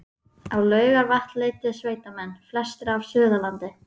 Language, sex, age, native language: Icelandic, female, 11, Icelandic